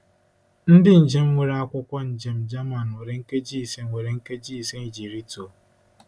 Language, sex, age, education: Igbo, male, 15-29, tertiary